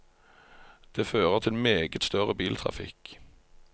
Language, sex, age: Norwegian, male, 45